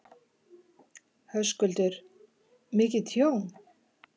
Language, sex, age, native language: Icelandic, female, 50-59, Icelandic